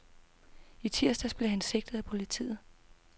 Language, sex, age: Danish, female, 32